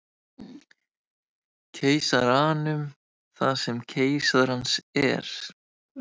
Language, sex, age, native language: Icelandic, male, 20-29, Icelandic